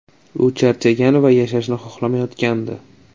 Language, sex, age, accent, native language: Uzbek, male, 25-34, Toshkent shahri, Uzbek